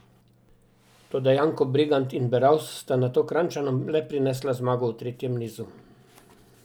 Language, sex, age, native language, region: Slovenian, male, 60+, Slovenian, Drava region